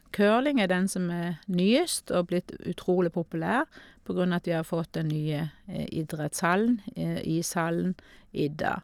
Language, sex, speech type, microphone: Norwegian, female, spontaneous, Shure